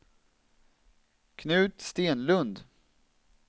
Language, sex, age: Swedish, male, 27